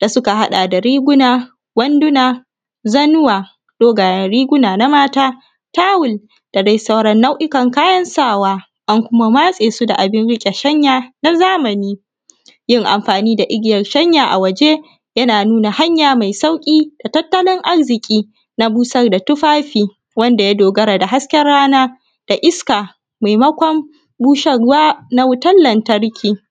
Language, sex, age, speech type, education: Hausa, female, 15-29, spontaneous, tertiary